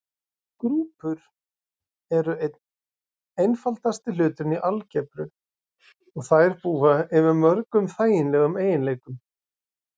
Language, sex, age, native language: Icelandic, male, 30-39, Icelandic